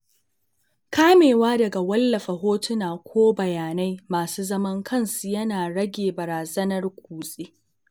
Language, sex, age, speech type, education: Hausa, female, 15-29, read, secondary